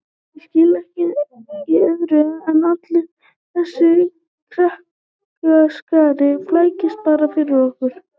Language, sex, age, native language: Icelandic, female, 18-19, Icelandic